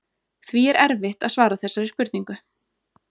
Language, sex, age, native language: Icelandic, female, 20-29, Icelandic